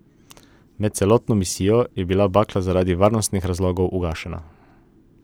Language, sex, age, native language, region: Slovenian, male, 18-29, Slovenian, Coastal Karst region